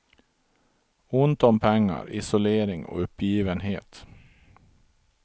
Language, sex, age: Swedish, male, 42